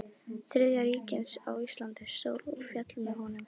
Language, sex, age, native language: Icelandic, female, 12, Icelandic